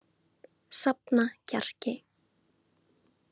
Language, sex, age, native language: Icelandic, female, 18-19, Icelandic